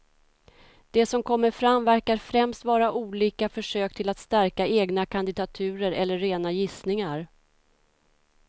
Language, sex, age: Swedish, female, 46